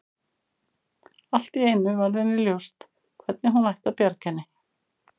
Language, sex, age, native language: Icelandic, female, 50-59, Icelandic